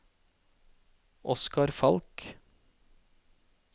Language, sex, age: Norwegian, male, 40